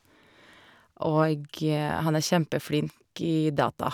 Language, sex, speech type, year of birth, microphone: Norwegian, female, spontaneous, 1984, Shure